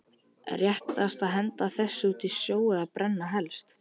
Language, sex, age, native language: Icelandic, male, 13, Icelandic